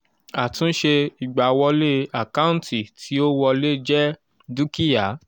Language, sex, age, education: Yoruba, male, 15-29, tertiary